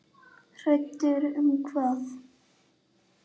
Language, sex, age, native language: Icelandic, female, 8, Icelandic